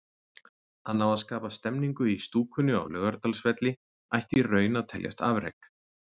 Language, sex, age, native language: Icelandic, male, 40-49, Icelandic